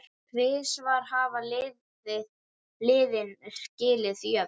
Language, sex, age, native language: Icelandic, male, 9, Icelandic